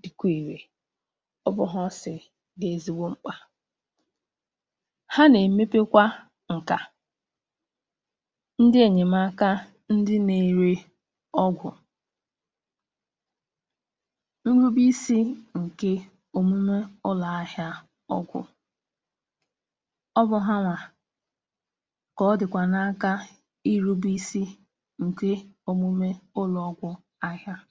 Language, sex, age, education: Igbo, female, 15-29, tertiary